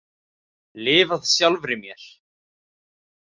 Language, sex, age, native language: Icelandic, male, 18-19, Icelandic